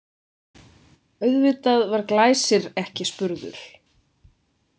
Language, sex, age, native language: Icelandic, female, 20-29, Icelandic